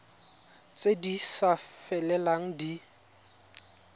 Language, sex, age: Tswana, male, 20